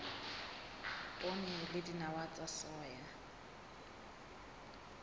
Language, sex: Southern Sotho, female